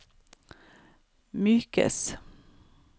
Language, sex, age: Norwegian, female, 55